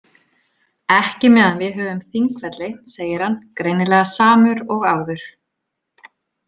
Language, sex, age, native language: Icelandic, female, 30-39, Icelandic